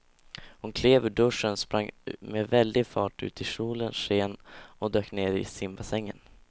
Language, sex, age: Swedish, male, 16